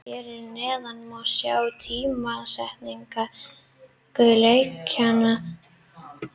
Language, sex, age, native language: Icelandic, female, 30-39, Icelandic